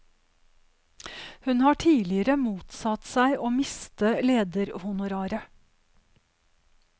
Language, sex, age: Norwegian, female, 52